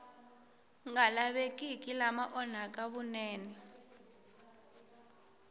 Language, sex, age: Tsonga, female, 18